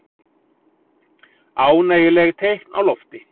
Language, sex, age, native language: Icelandic, male, 40-49, Icelandic